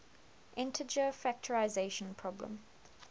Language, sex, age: English, female, 21